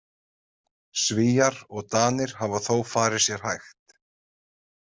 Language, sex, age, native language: Icelandic, male, 30-39, Icelandic